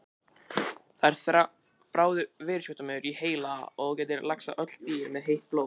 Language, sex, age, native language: Icelandic, male, 20-29, Icelandic